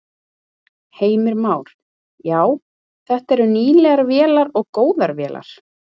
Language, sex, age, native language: Icelandic, female, 30-39, Icelandic